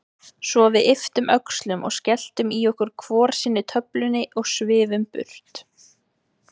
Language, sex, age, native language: Icelandic, female, 20-29, Icelandic